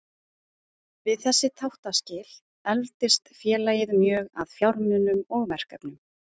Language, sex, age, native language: Icelandic, female, 30-39, Icelandic